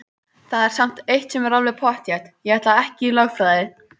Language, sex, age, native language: Icelandic, female, 18-19, Icelandic